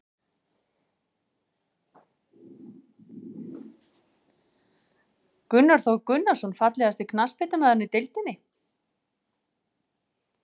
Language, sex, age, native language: Icelandic, female, 40-49, Icelandic